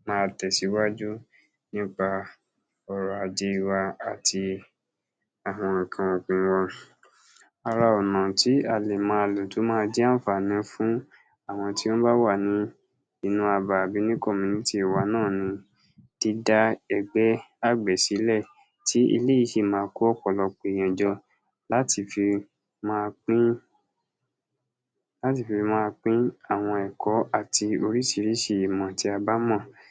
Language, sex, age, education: Yoruba, male, 46-60, tertiary